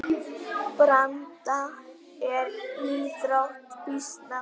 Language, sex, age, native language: Icelandic, female, 10, Icelandic